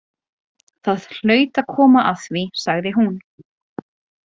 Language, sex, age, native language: Icelandic, female, 20-29, Icelandic